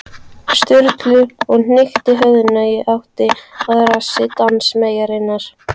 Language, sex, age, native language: Icelandic, female, 13, Icelandic